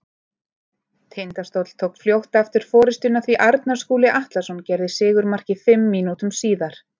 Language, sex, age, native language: Icelandic, female, 30-39, Icelandic